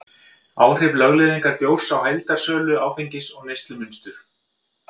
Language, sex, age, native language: Icelandic, male, 50-59, Icelandic